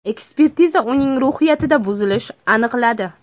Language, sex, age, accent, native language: Uzbek, female, 25-34, Toshkent viloyati, Uzbek